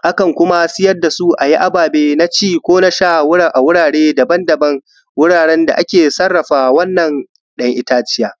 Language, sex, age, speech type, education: Hausa, male, 15-29, spontaneous, primary